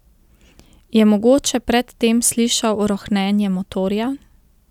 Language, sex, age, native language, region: Slovenian, female, 30-49, Slovenian, Central Slovenia